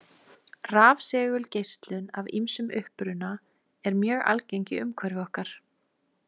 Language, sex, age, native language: Icelandic, female, 20-29, Icelandic